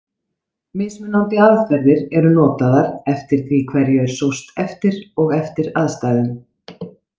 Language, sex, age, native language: Icelandic, female, 40-49, Icelandic